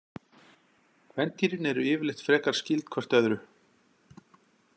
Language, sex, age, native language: Icelandic, male, 40-49, Icelandic